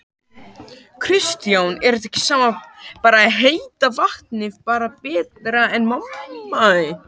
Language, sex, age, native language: Icelandic, male, 12, Icelandic